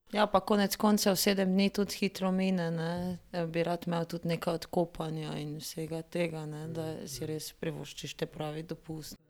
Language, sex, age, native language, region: Slovenian, female, 30-49, Slovenian, Drava region